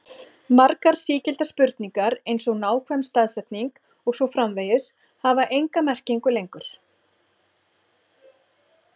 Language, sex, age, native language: Icelandic, female, 40-49, Icelandic